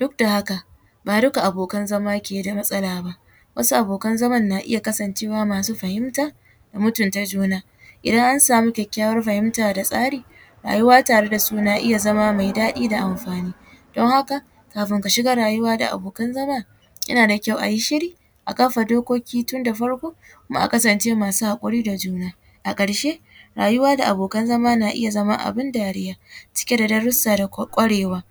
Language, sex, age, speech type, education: Hausa, female, 15-29, spontaneous, secondary